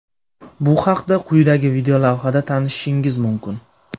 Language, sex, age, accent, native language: Uzbek, male, 25-34, Surxondaryo, Uzbek